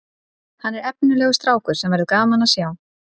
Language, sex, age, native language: Icelandic, female, 30-39, Icelandic